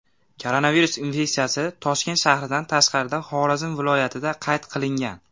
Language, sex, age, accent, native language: Uzbek, male, 19-29, Andijon, Uzbek